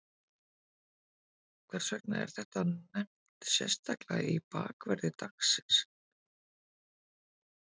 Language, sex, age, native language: Icelandic, female, 50-59, Icelandic